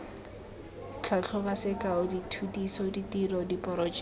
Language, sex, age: Tswana, female, 19